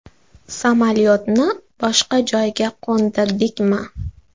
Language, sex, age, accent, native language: Uzbek, female, 18-24, Farg'ona, Uzbek